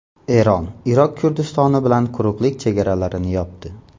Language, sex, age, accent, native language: Uzbek, male, under 19, Xorazm, Uzbek